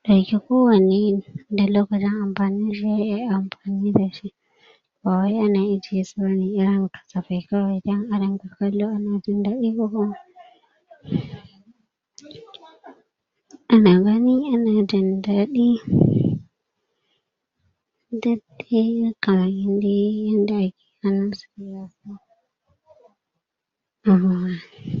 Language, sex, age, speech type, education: Hausa, female, 46-60, spontaneous, tertiary